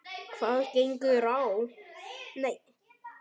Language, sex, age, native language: Icelandic, male, 9, Icelandic